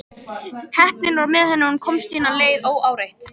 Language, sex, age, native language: Icelandic, female, 13, Icelandic